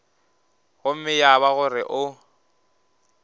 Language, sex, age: Northern Sotho, male, 19